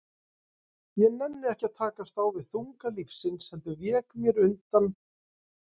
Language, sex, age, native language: Icelandic, male, 30-39, Icelandic